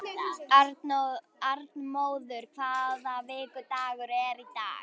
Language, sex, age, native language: Icelandic, female, 11, Icelandic